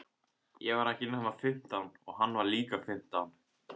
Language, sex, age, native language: Icelandic, male, 15, Icelandic